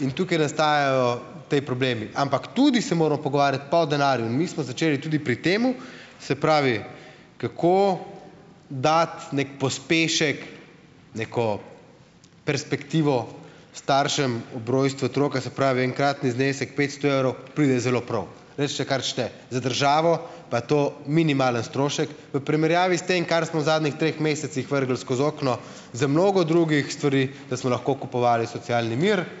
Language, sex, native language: Slovenian, male, Slovenian